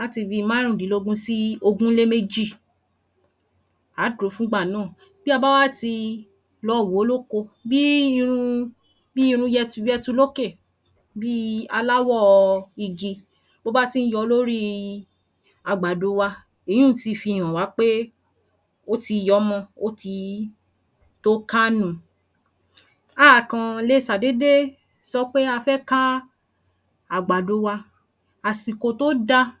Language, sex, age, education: Yoruba, female, 30-45, tertiary